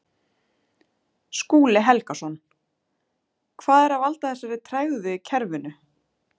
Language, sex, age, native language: Icelandic, female, 30-39, Icelandic